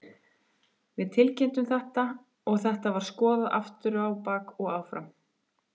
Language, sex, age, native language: Icelandic, female, 30-39, Icelandic